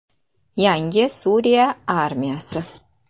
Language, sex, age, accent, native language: Uzbek, female, 35+, Andijon, Uzbek